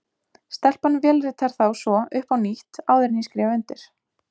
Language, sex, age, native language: Icelandic, female, 20-29, Icelandic